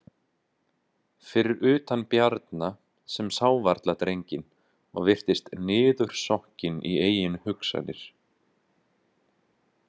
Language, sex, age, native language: Icelandic, male, 20-29, Icelandic